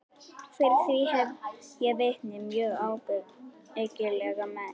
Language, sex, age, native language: Icelandic, female, 11, Icelandic